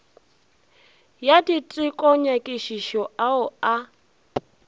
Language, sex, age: Northern Sotho, female, 20